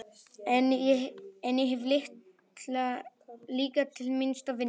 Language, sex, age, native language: Icelandic, male, 11, Icelandic